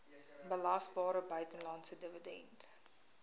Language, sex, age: Afrikaans, female, 21